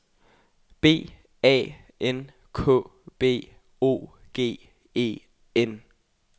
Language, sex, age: Danish, male, 21